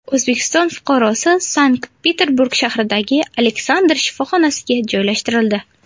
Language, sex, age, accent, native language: Uzbek, female, under 19, Navoiy, Uzbek